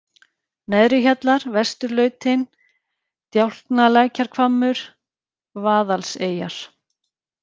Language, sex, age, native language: Icelandic, female, 40-49, Icelandic